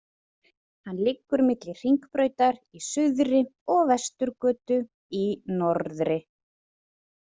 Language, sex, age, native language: Icelandic, female, 40-49, Icelandic